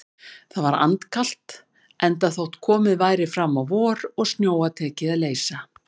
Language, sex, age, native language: Icelandic, female, 50-59, Icelandic